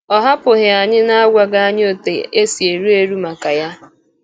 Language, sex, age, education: Igbo, female, 15-29, tertiary